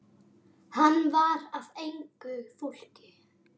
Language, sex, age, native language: Icelandic, female, 10, Icelandic